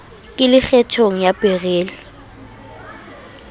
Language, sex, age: Southern Sotho, female, 22